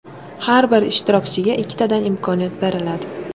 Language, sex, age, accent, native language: Uzbek, female, 18-24, Sirdaryo, Uzbek